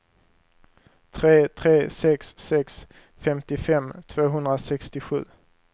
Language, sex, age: Swedish, male, 23